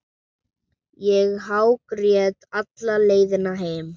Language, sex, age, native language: Icelandic, male, 7, Icelandic